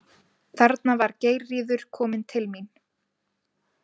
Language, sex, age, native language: Icelandic, female, 20-29, Icelandic